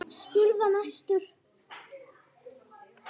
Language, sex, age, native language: Icelandic, female, 9, Icelandic